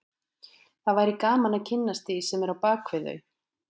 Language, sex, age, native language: Icelandic, female, 20-29, Icelandic